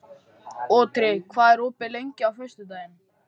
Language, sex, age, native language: Icelandic, male, 13, Icelandic